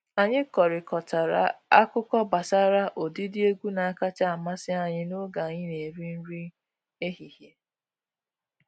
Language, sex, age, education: Igbo, female, 15-29, tertiary